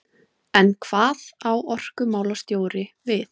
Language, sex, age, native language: Icelandic, female, 20-29, Icelandic